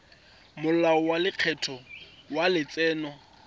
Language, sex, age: Tswana, male, 24